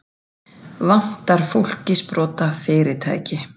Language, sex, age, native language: Icelandic, female, 40-49, Icelandic